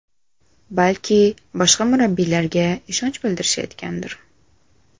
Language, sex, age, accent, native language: Uzbek, female, 18-24, Samarqand, Uzbek